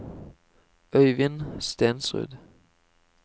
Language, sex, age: Norwegian, male, 25